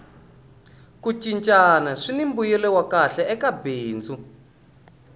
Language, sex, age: Tsonga, male, 20